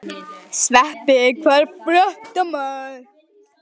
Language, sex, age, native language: Icelandic, female, 11, Icelandic